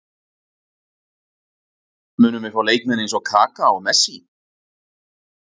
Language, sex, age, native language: Icelandic, male, 40-49, Icelandic